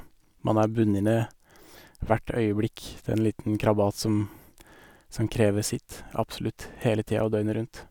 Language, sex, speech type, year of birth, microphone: Norwegian, male, spontaneous, 1984, Sennheiser